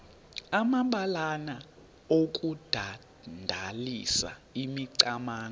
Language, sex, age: Xhosa, male, 30